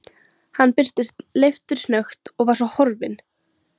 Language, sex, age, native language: Icelandic, female, 13, Icelandic